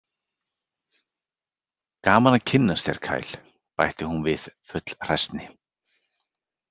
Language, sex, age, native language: Icelandic, male, 40-49, Icelandic